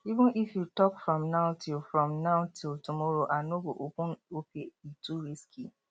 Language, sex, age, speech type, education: Nigerian Pidgin, male, 30-45, spontaneous, tertiary